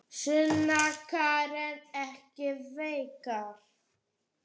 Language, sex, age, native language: Icelandic, male, 9, Polish